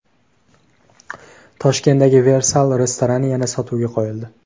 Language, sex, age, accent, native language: Uzbek, male, 18-24, Toshkent shahri, Uzbek